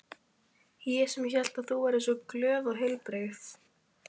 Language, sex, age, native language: Icelandic, female, 12, Icelandic